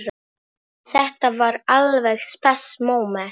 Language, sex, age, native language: Icelandic, female, 10, Polish